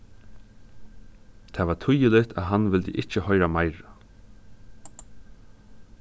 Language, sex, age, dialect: Faroese, male, 15-35, Suðurstreymoy